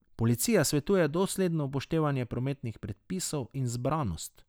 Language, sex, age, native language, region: Slovenian, male, 30-49, Slovenian, Drava region